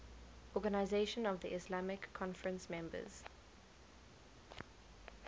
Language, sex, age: English, female, 19